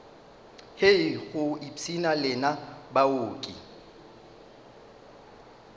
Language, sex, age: Northern Sotho, male, 35